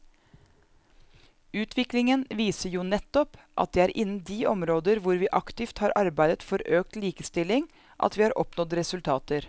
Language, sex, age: Norwegian, female, 34